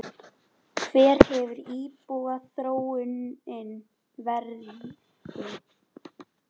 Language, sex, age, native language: Icelandic, female, 11, Icelandic